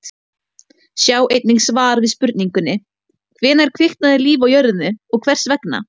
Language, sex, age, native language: Icelandic, female, 18-19, Icelandic